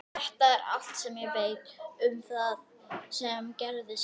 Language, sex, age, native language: Icelandic, female, 11, Icelandic